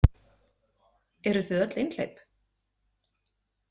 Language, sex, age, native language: Icelandic, female, 30-39, Icelandic